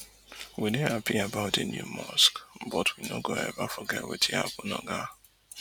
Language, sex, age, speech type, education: Nigerian Pidgin, male, 30-45, spontaneous, tertiary